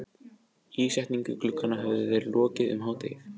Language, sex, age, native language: Icelandic, male, 14, Icelandic